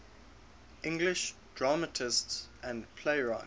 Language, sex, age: English, male, 21